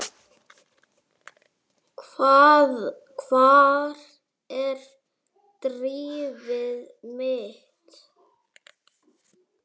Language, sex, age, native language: Icelandic, male, 7, Icelandic